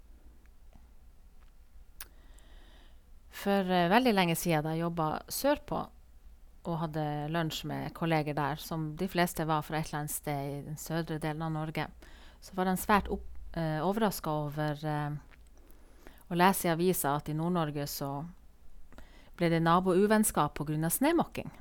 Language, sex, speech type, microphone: Norwegian, female, spontaneous, Sennheiser